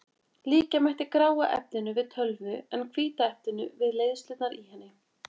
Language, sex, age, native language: Icelandic, female, 20-29, Icelandic